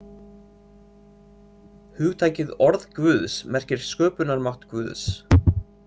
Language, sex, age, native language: Icelandic, male, 30-39, Icelandic